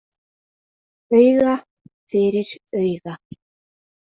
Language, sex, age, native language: Icelandic, female, 20-29, Icelandic